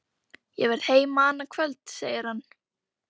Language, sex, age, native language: Icelandic, female, 12, Icelandic